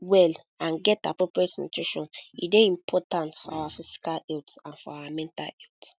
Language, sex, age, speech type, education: Nigerian Pidgin, female, 15-29, spontaneous, secondary